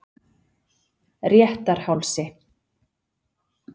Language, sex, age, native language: Icelandic, female, 40-49, Icelandic